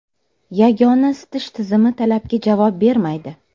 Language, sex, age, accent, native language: Uzbek, female, 35+, Toshkent shahri, Uzbek